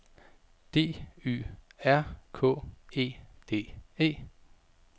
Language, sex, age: Danish, male, 32